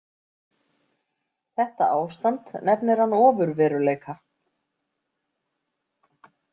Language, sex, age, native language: Icelandic, female, 40-49, Icelandic